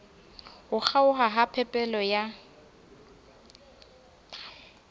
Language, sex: Southern Sotho, female